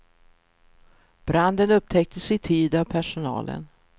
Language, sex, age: Swedish, female, 64